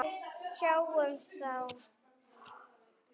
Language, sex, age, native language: Icelandic, male, 9, Icelandic